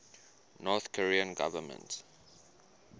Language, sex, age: English, male, 19